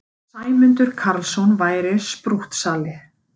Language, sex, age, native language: Icelandic, female, 50-59, Icelandic